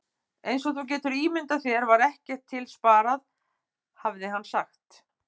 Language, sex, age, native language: Icelandic, female, 50-59, Icelandic